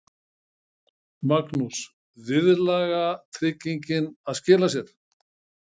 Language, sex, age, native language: Icelandic, male, 60-69, Icelandic